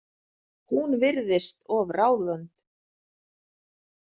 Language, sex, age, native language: Icelandic, female, 40-49, Icelandic